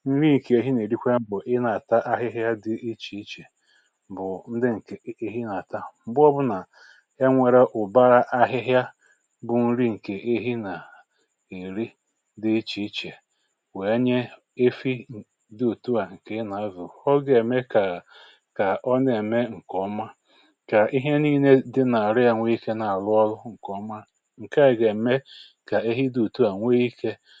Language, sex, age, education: Igbo, male, 60+, tertiary